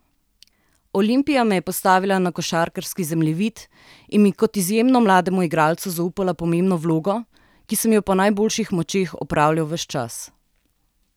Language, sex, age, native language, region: Slovenian, female, 30-49, Slovenian, Southeast Slovenia